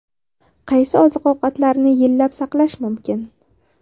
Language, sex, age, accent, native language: Uzbek, female, 18-24, Samarqand, Uzbek